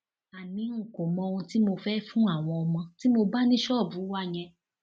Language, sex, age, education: Yoruba, female, 30-45, tertiary